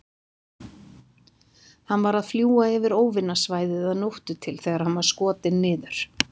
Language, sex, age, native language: Icelandic, female, 50-59, Icelandic